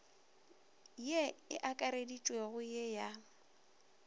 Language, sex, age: Northern Sotho, female, 23